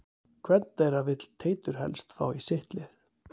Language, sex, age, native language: Icelandic, male, 40-49, Icelandic